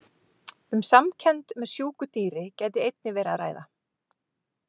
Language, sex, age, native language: Icelandic, female, 20-29, Icelandic